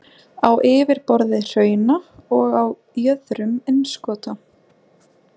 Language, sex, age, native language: Icelandic, female, 20-29, Icelandic